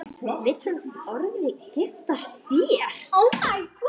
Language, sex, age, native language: Icelandic, female, 10, Icelandic